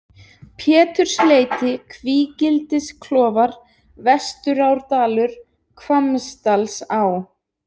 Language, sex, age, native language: Icelandic, female, 20-29, Icelandic